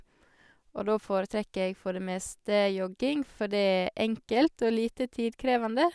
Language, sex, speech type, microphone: Norwegian, female, spontaneous, Sennheiser